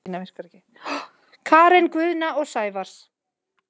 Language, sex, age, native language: Icelandic, male, 9, Icelandic